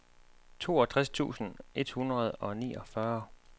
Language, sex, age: Danish, male, 35